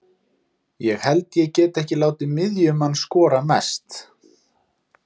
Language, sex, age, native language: Icelandic, male, 30-39, Icelandic